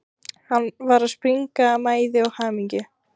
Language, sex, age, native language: Icelandic, female, 15, Icelandic